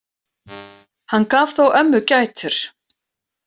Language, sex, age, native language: Icelandic, female, 40-49, Icelandic